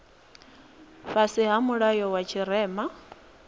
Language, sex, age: Venda, female, 26